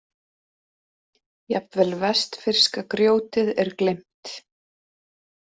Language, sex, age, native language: Icelandic, female, 20-29, Icelandic